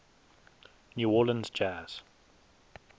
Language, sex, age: English, male, 19